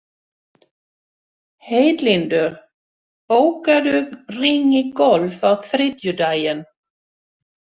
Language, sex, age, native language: Icelandic, female, 60-69, Swedish